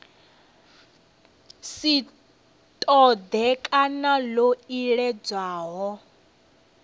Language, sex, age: Venda, female, 30